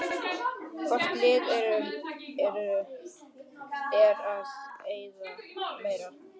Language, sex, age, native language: Icelandic, male, 11, Icelandic